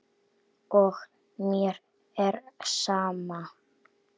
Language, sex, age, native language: Icelandic, male, 7, Icelandic